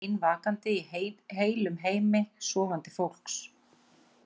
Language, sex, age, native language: Icelandic, female, 40-49, Icelandic